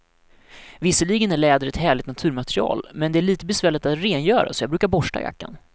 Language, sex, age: Swedish, male, 19